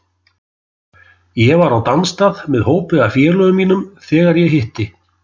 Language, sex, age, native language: Icelandic, male, 60-69, Icelandic